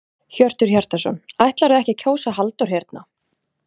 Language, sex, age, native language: Icelandic, female, 30-39, Icelandic